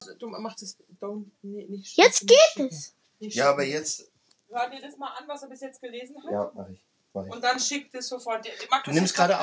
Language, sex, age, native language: Icelandic, female, 8, German